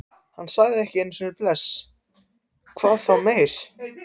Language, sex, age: Icelandic, other, 14